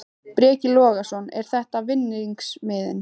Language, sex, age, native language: Icelandic, female, 15, Icelandic